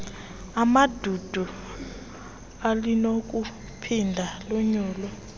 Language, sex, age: Xhosa, female, 28